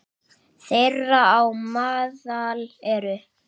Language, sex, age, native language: Icelandic, male, 8, Icelandic